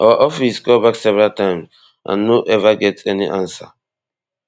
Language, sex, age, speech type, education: Nigerian Pidgin, male, 15-29, spontaneous, tertiary